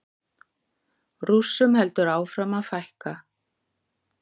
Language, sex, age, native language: Icelandic, female, 40-49, Icelandic